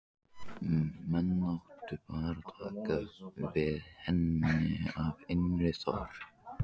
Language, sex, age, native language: Icelandic, male, 14, Icelandic